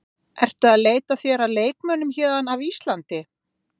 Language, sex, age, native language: Icelandic, female, 50-59, Icelandic